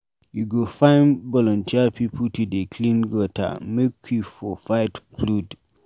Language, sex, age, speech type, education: Nigerian Pidgin, male, 15-29, read, tertiary